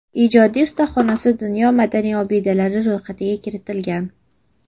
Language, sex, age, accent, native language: Uzbek, female, 18-24, Toshkent shahri, Uzbek